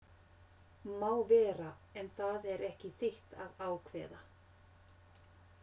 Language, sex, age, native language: Icelandic, female, 50-59, Finnish